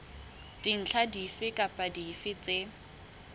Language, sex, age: Southern Sotho, female, 20